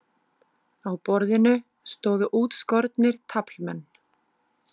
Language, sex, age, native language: Icelandic, female, 30-39, Icelandic